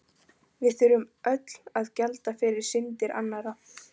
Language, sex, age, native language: Icelandic, female, 15, Icelandic